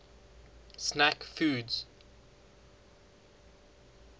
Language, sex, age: English, male, 19